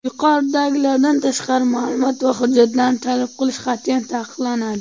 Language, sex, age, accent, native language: Uzbek, male, under 19, Qashqadaryo, Uzbek